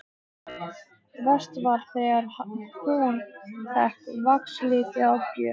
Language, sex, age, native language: Icelandic, male, 15, Icelandic